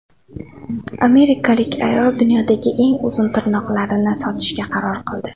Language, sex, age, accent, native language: Uzbek, female, 18-24, Andijon, Uzbek